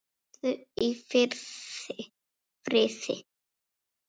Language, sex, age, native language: Icelandic, female, 6, Icelandic